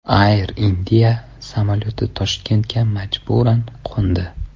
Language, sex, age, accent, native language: Uzbek, male, 25-34, Toshkent shahri, Uzbek